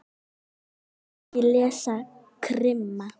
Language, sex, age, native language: Icelandic, female, 9, Icelandic